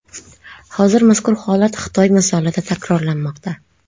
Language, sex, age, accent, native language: Uzbek, female, 25-34, Qashqadaryo, Uzbek